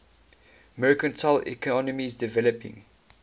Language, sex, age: English, male, 19